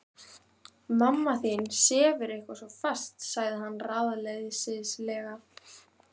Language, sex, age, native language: Icelandic, female, 12, Icelandic